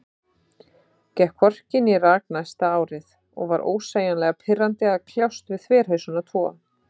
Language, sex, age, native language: Icelandic, female, 30-39, Icelandic